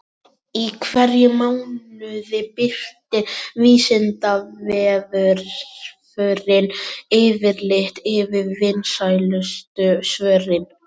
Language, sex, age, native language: Icelandic, female, 18-19, Icelandic